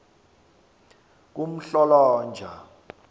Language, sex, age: South Ndebele, male, 23